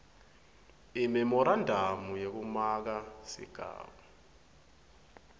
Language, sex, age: Swati, male, 22